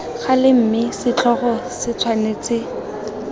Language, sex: Tswana, female